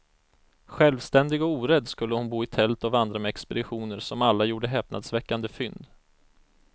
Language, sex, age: Swedish, male, 34